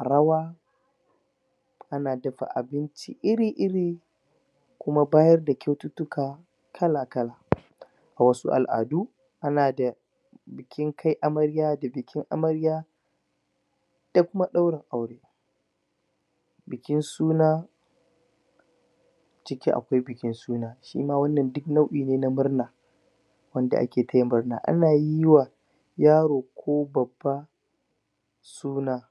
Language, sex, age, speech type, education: Hausa, male, 15-29, spontaneous, primary